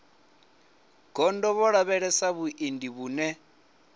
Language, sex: Venda, male